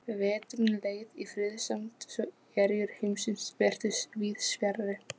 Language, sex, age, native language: Icelandic, female, 15, Polish